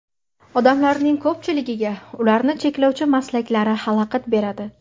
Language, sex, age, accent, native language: Uzbek, female, 18-24, Namangan, Uzbek